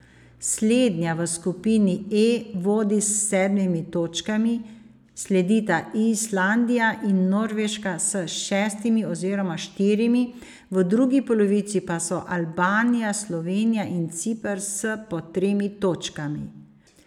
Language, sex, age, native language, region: Slovenian, female, 50-59, Slovenian, Savinja region